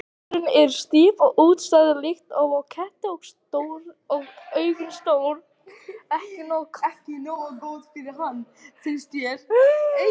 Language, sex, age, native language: Icelandic, female, 18-19, Icelandic